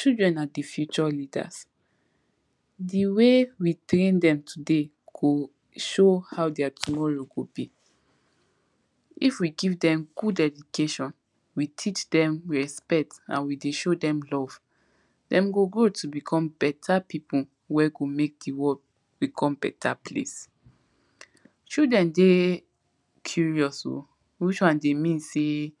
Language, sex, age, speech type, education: Nigerian Pidgin, female, 15-29, spontaneous, tertiary